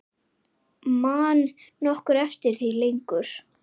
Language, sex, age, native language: Icelandic, male, 10, Icelandic